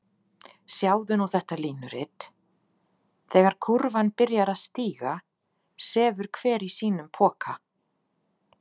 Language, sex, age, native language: Icelandic, female, 40-49, Icelandic